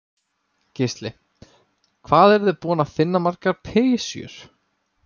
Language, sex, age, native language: Icelandic, male, 18-19, Icelandic